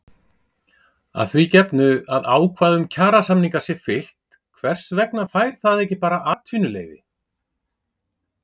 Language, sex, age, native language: Icelandic, male, 40-49, Icelandic